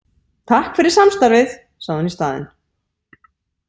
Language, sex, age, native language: Icelandic, female, 40-49, Icelandic